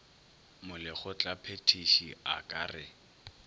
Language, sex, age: Northern Sotho, male, 22